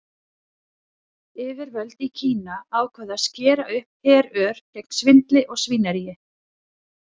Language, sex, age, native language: Icelandic, female, 30-39, Icelandic